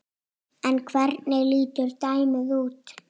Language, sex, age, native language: Icelandic, female, 8, Icelandic